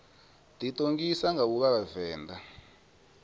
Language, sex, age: Venda, male, 22